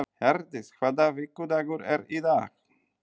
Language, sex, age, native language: Icelandic, male, 40-49, Polish